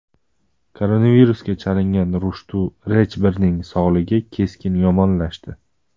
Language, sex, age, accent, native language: Uzbek, male, 25-34, Andijon, Uzbek